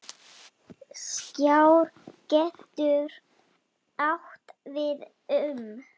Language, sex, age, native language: Icelandic, female, 9, Icelandic